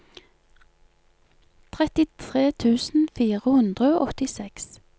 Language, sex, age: Norwegian, female, 48